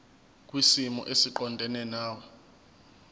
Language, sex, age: Zulu, male, 24